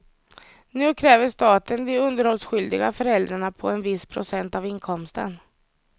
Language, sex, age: Swedish, female, 30